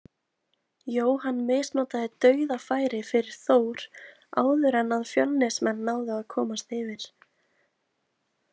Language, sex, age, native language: Icelandic, female, 20-29, Icelandic